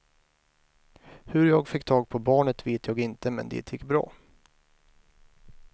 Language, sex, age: Swedish, male, 23